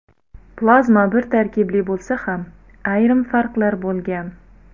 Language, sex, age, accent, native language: Uzbek, female, 30-39, Xorazm, Uzbek